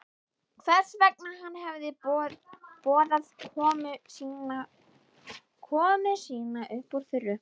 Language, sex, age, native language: Icelandic, female, 11, Icelandic